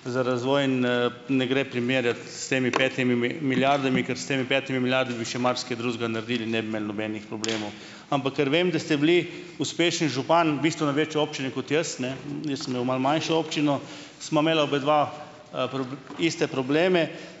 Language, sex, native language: Slovenian, male, Slovenian